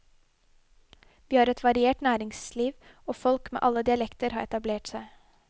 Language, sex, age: Norwegian, female, 21